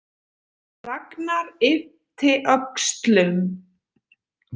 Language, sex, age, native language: Icelandic, female, 20-29, Icelandic